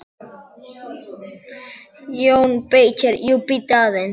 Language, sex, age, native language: Icelandic, male, 10, Icelandic